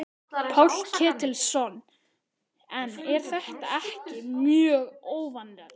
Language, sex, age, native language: Icelandic, male, 11, Icelandic